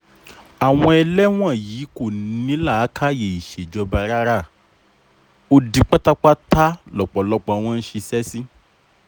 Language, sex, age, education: Yoruba, male, 30-45, tertiary